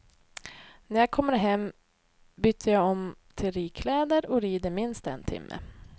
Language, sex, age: Swedish, female, 28